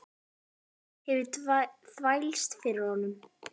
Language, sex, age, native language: Icelandic, female, 10, Icelandic